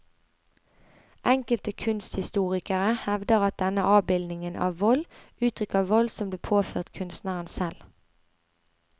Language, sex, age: Norwegian, female, 25